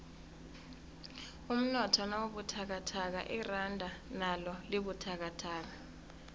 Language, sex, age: South Ndebele, female, 22